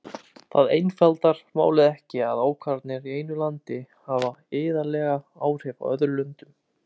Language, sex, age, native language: Icelandic, male, 20-29, Icelandic